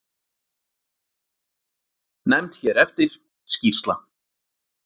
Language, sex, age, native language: Icelandic, male, 40-49, Icelandic